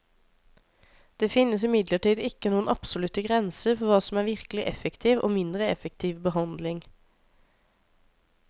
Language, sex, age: Norwegian, female, 26